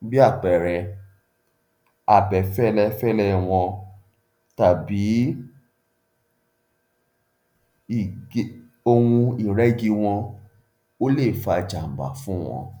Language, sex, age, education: Yoruba, male, 30-45, tertiary